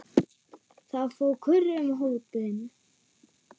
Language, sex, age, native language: Icelandic, female, 9, German